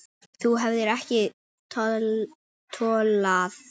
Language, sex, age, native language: Icelandic, male, 9, Icelandic